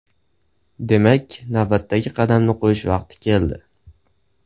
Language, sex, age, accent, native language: Uzbek, male, 18-24, Andijon, Uzbek